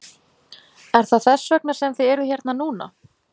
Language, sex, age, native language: Icelandic, female, 30-39, Icelandic